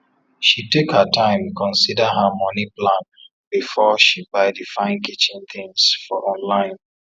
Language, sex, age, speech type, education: Nigerian Pidgin, male, 30-45, spontaneous, tertiary